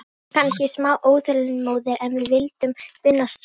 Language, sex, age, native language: Icelandic, female, 18-19, Icelandic